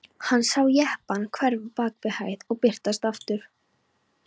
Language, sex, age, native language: Icelandic, female, 13, Polish